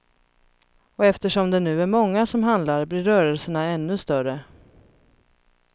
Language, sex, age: Swedish, female, 31